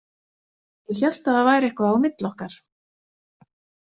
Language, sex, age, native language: Icelandic, female, 40-49, Icelandic